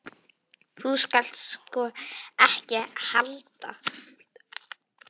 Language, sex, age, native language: Icelandic, female, 8, Icelandic